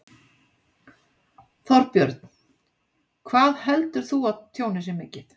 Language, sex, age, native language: Icelandic, female, 60-69, Icelandic